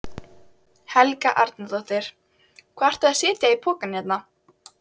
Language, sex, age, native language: Icelandic, female, 12, Icelandic